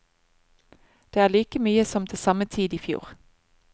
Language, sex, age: Norwegian, female, 25